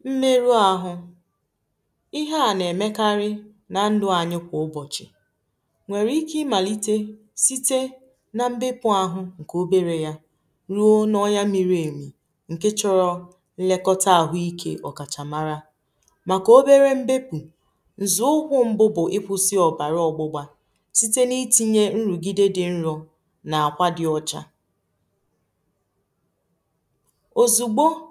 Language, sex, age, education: Igbo, female, 15-29, tertiary